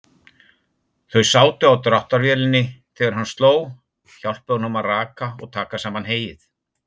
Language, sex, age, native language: Icelandic, male, 60-69, Icelandic